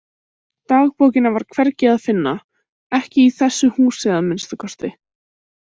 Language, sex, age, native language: Icelandic, female, 18-19, Icelandic